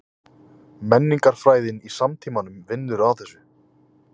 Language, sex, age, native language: Icelandic, male, 20-29, Icelandic